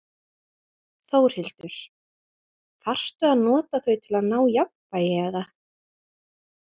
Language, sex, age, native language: Icelandic, female, 20-29, Icelandic